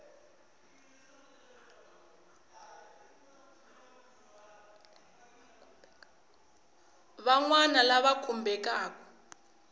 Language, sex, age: Tsonga, female, 20